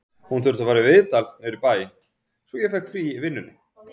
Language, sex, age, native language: Icelandic, male, 40-49, Icelandic